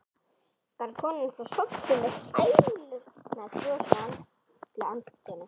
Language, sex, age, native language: Icelandic, female, 11, Icelandic